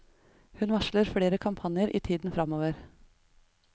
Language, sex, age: Norwegian, female, 33